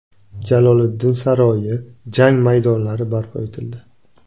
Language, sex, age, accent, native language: Uzbek, male, 25-34, Navoiy, Uzbek